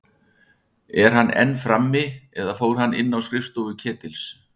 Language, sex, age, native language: Icelandic, male, 60-69, Icelandic